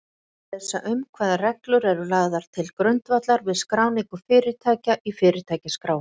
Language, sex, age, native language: Icelandic, female, 50-59, Icelandic